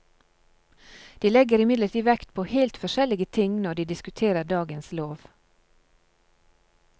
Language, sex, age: Norwegian, female, 35